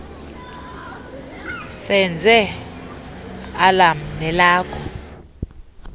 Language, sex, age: Xhosa, female, 30